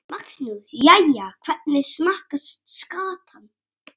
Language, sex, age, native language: Icelandic, male, 7, Icelandic